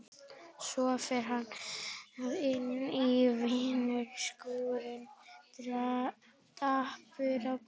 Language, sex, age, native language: Icelandic, male, 11, Icelandic